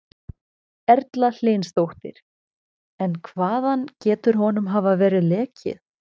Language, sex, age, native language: Icelandic, female, 20-29, German